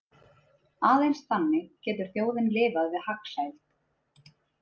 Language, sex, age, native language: Icelandic, female, 30-39, Icelandic